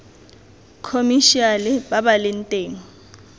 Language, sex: Tswana, female